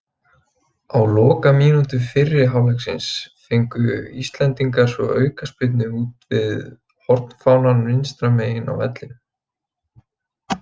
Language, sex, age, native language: Icelandic, male, 20-29, Icelandic